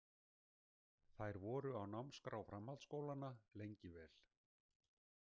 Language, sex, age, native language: Icelandic, male, 60-69, Icelandic